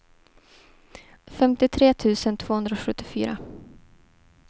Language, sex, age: Swedish, female, 18